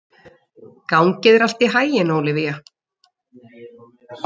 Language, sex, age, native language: Icelandic, female, 40-49, Icelandic